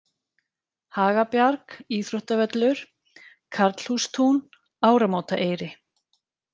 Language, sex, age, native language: Icelandic, female, 40-49, Icelandic